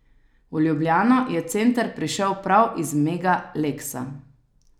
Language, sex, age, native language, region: Slovenian, female, 30-49, Slovenian, Savinja region